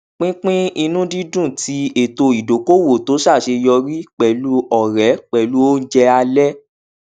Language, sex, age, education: Yoruba, male, 15-29, tertiary